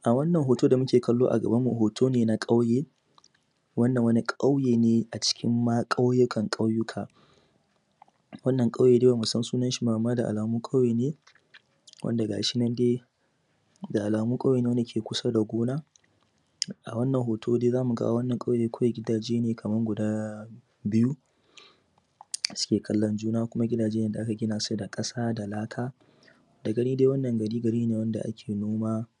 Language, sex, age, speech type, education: Hausa, male, 30-45, spontaneous, secondary